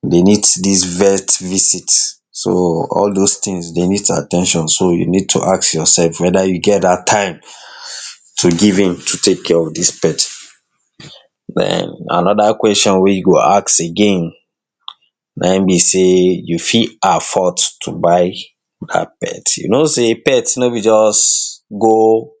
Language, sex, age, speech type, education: Nigerian Pidgin, male, 60+, spontaneous, tertiary